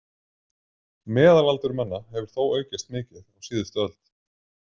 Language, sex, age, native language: Icelandic, male, 30-39, Icelandic